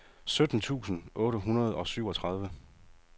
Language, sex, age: Danish, male, 30